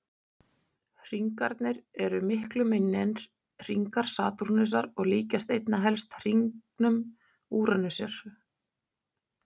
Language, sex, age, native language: Icelandic, female, 40-49, Icelandic